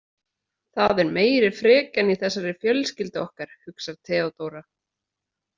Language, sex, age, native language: Icelandic, female, 30-39, Icelandic